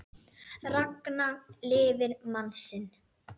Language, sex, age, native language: Icelandic, female, 10, Icelandic